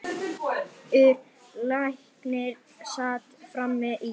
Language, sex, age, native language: Icelandic, male, 8, Icelandic